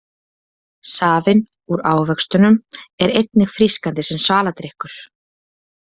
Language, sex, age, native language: Icelandic, female, 20-29, Icelandic